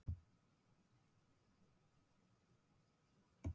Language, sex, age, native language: Icelandic, female, 60-69, Icelandic